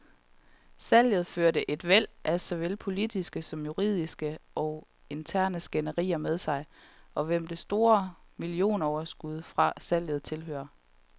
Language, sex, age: Danish, female, 31